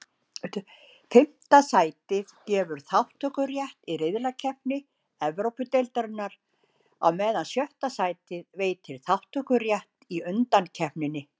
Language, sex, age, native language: Icelandic, female, 60-69, Icelandic